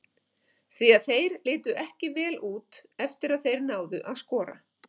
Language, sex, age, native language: Icelandic, female, 50-59, Icelandic